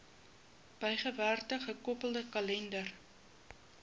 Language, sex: Afrikaans, female